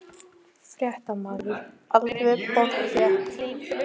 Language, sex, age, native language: Icelandic, female, 14, Icelandic